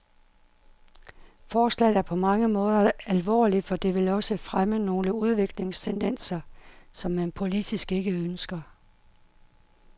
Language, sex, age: Danish, female, 51